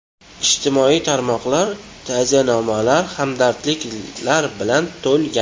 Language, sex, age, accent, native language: Uzbek, male, 25-34, Toshkent shahri, Uzbek